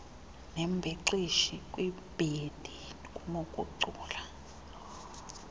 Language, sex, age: Xhosa, female, 35